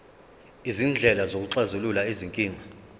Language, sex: Zulu, male